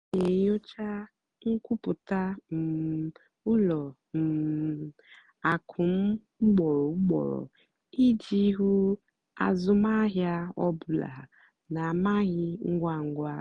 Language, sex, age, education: Igbo, female, 15-29, tertiary